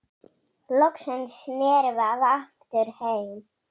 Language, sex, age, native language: Icelandic, female, 7, Icelandic